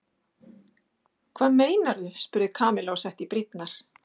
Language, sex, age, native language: Icelandic, female, 60-69, Icelandic